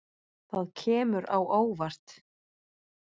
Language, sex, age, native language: Icelandic, female, 9, Icelandic